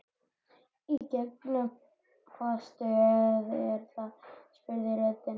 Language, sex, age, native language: Icelandic, male, 12, Icelandic